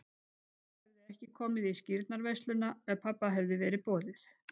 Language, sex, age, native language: Icelandic, female, 50-59, Icelandic